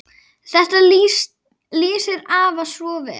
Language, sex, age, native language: Icelandic, female, 10, Icelandic